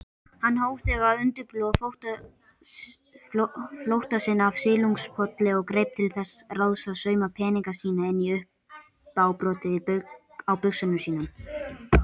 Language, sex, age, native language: Icelandic, male, 18-19, Icelandic